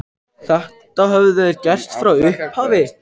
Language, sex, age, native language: Icelandic, male, 14, Icelandic